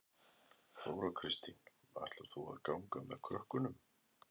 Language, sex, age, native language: Icelandic, male, 11, Icelandic